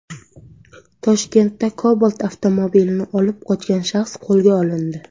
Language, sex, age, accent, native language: Uzbek, female, 19-29, Surxondaryo, Uzbek